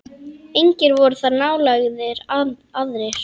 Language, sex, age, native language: Icelandic, male, 10, Icelandic